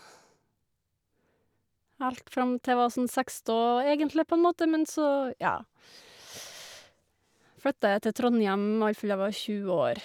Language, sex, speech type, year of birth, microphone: Norwegian, female, spontaneous, 1984, Shure